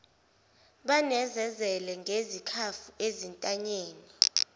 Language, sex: Zulu, female